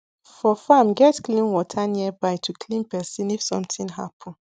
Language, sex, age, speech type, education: Nigerian Pidgin, female, 15-29, spontaneous, tertiary